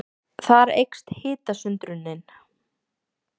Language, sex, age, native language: Icelandic, female, 30-39, Icelandic